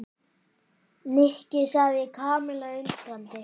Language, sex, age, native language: Icelandic, male, 18-19, Icelandic